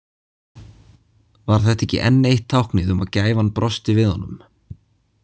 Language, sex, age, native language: Icelandic, male, 20-29, Icelandic